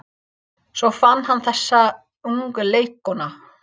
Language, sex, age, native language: Icelandic, female, 30-39, English